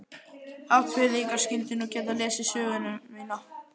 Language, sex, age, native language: Icelandic, male, 11, Icelandic